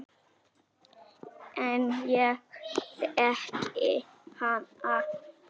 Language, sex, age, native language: Icelandic, female, 6, Icelandic